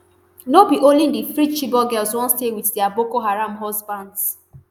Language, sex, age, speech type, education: Nigerian Pidgin, female, 15-29, spontaneous, tertiary